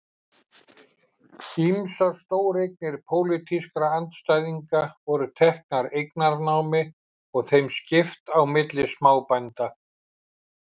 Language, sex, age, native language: Icelandic, male, 50-59, Icelandic